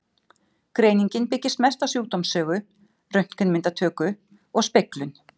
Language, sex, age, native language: Icelandic, female, 50-59, Icelandic